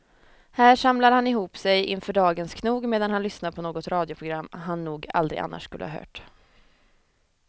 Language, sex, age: Swedish, female, 23